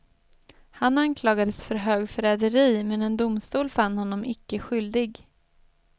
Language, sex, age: Swedish, female, 23